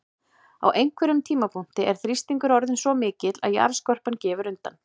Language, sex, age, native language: Icelandic, female, 40-49, Icelandic